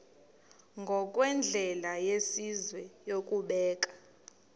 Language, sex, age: Xhosa, female, 38